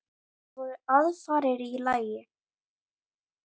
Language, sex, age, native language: Icelandic, female, 8, Icelandic